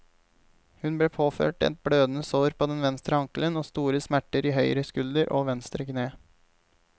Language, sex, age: Norwegian, male, 28